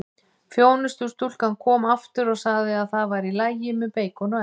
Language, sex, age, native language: Icelandic, female, 50-59, Icelandic